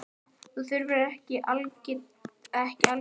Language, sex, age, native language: Icelandic, male, 12, Japanese